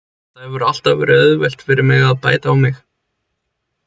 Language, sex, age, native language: Icelandic, male, 20-29, Icelandic